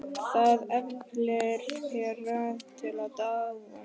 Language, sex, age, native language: Icelandic, male, 10, Icelandic